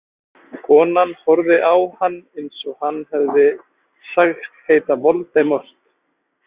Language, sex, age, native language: Icelandic, male, 20-29, Icelandic